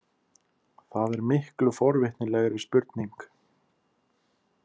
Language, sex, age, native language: Icelandic, male, 30-39, Icelandic